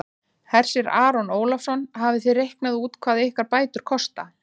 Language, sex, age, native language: Icelandic, female, 30-39, Icelandic